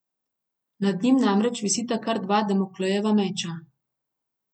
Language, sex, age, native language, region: Slovenian, female, 30-49, Slovenian, Gorenjska region